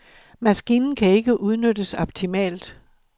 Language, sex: Danish, male